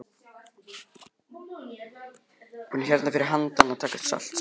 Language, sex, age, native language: Icelandic, male, 11, Icelandic